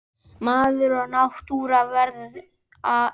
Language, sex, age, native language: Icelandic, male, 10, Icelandic